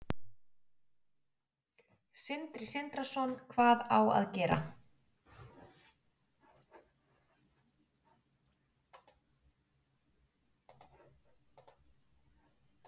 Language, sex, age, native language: Icelandic, female, 40-49, Icelandic